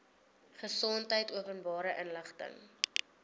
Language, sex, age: Afrikaans, female, 22